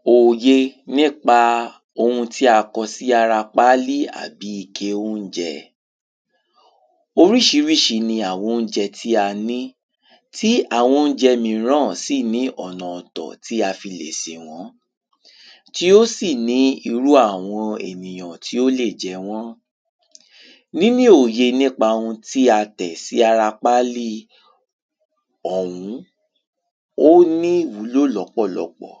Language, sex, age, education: Yoruba, male, 15-29, tertiary